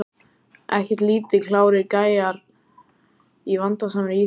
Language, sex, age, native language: Icelandic, male, 14, Icelandic